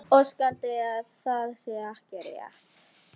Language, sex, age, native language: Icelandic, female, 13, Icelandic